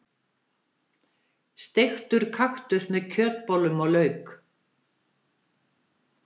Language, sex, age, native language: Icelandic, female, 70-79, Icelandic